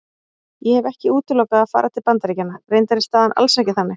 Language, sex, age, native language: Icelandic, female, 40-49, Icelandic